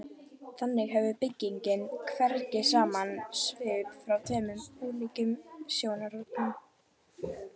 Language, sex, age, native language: Icelandic, female, 12, Icelandic